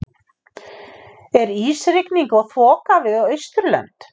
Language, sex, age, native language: Icelandic, female, 50-59, Icelandic